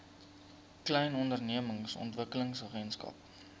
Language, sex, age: Afrikaans, male, 20